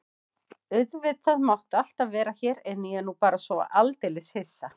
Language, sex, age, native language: Icelandic, female, 20-29, Icelandic